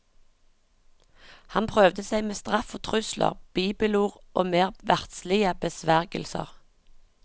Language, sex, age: Norwegian, female, 36